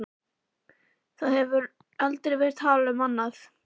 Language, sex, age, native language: Icelandic, female, 11, Icelandic